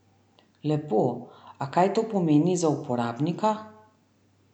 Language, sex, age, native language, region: Slovenian, female, 30-49, Slovenian, Central Slovenia